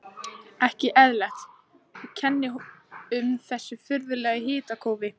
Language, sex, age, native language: Icelandic, female, 14, Icelandic